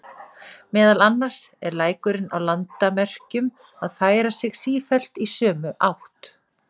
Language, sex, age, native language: Icelandic, female, 40-49, Icelandic